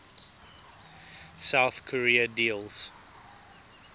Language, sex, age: English, male, 22